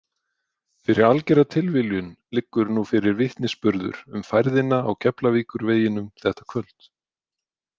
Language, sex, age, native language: Icelandic, male, 20-29, Icelandic